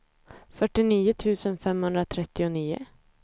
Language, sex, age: Swedish, female, 25